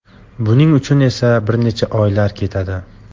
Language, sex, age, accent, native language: Uzbek, male, 18-24, Farg'ona, Tajik